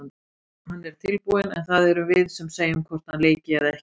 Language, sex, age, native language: Icelandic, female, 40-49, Icelandic